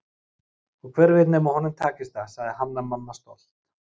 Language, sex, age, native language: Icelandic, male, 40-49, Icelandic